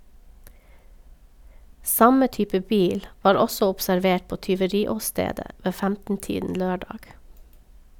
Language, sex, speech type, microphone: Norwegian, female, read, Sennheiser